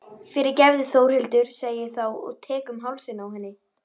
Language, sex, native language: Icelandic, female, Icelandic